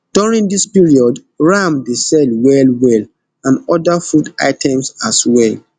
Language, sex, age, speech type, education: Nigerian Pidgin, male, 15-29, spontaneous, tertiary